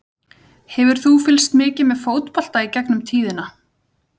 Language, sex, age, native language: Icelandic, female, 30-39, Icelandic